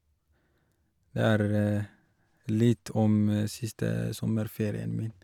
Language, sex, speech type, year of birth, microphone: Norwegian, male, spontaneous, 1983, Shure